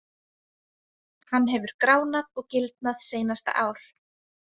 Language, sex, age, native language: Icelandic, female, 20-29, Icelandic